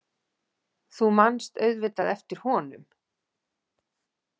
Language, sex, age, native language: Icelandic, female, 40-49, Icelandic